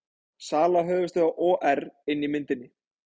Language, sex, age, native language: Icelandic, male, 20-29, Icelandic